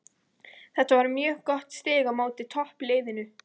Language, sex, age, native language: Icelandic, female, 20-29, Icelandic